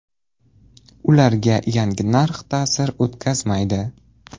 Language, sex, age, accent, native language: Uzbek, male, 18-24, Surxondaryo, Uzbek